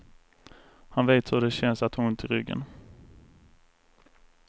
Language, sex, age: Swedish, male, 24